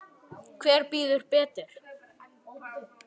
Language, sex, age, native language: Icelandic, female, 10, Icelandic